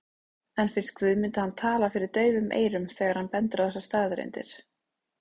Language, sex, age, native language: Icelandic, female, 30-39, Icelandic